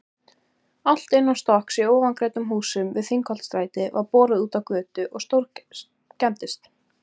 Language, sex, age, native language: Icelandic, female, 18-19, Icelandic